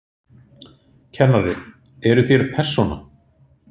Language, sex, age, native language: Icelandic, male, 40-49, Icelandic